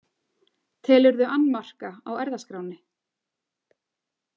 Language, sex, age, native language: Icelandic, female, 40-49, Icelandic